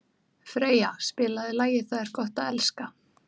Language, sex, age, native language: Icelandic, female, 30-39, Icelandic